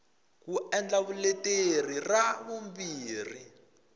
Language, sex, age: Tsonga, male, 20